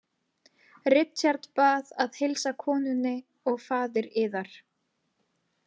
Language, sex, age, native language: Icelandic, female, 16, Icelandic